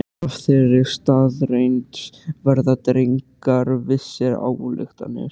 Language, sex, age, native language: Icelandic, male, 13, Icelandic